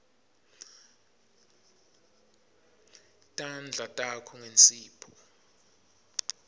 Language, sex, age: Swati, male, 25